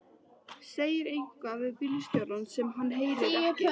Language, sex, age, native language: Icelandic, female, 13, Icelandic